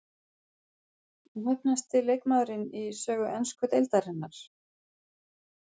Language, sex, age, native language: Icelandic, female, 50-59, Icelandic